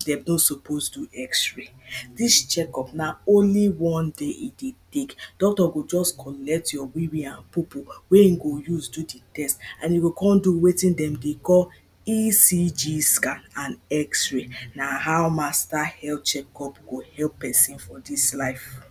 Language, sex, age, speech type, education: Nigerian Pidgin, female, 15-29, spontaneous, primary